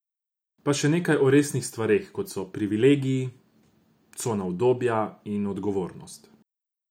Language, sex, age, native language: Slovenian, male, 18-29, Croatian